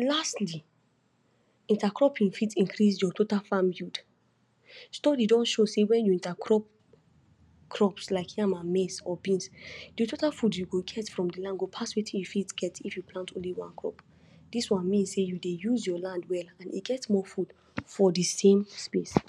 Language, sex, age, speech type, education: Nigerian Pidgin, female, 46-60, spontaneous, tertiary